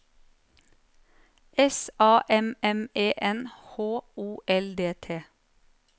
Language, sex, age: Norwegian, female, 39